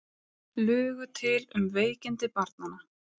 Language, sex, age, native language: Icelandic, female, 30-39, Icelandic